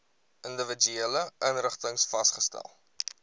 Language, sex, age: Afrikaans, male, 20